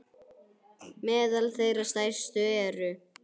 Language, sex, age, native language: Icelandic, male, 9, Icelandic